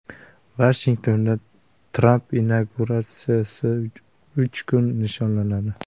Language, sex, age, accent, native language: Uzbek, male, 18-24, Toshkent viloyati, Uzbek